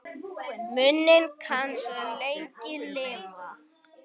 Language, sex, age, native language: Icelandic, male, 9, Icelandic